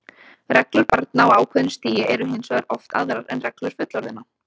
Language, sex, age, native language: Icelandic, female, 20-29, Icelandic